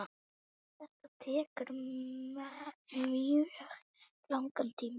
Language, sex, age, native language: Icelandic, female, 9, Icelandic